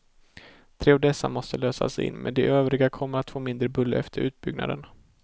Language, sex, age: Swedish, male, 18